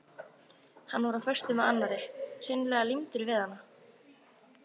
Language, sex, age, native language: Icelandic, female, 13, Icelandic